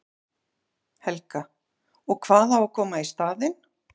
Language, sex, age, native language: Icelandic, female, 40-49, Icelandic